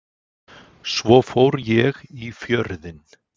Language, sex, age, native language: Icelandic, male, 40-49, Icelandic